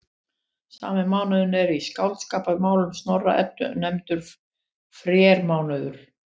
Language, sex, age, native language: Icelandic, female, 50-59, Icelandic